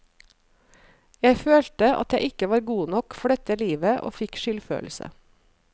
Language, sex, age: Norwegian, female, 37